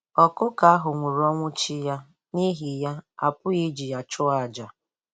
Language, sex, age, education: Igbo, female, 15-29, tertiary